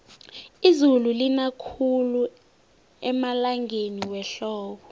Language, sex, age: South Ndebele, female, 18